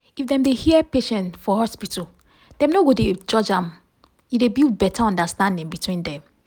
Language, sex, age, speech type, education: Nigerian Pidgin, female, 30-45, spontaneous, tertiary